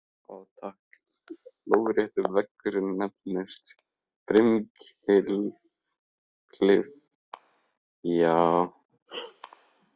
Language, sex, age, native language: Icelandic, male, 15, Icelandic